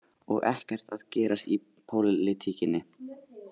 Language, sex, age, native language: Icelandic, male, 18-19, Icelandic